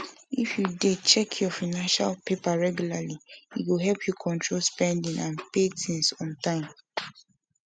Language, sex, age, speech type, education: Nigerian Pidgin, female, 15-29, spontaneous, secondary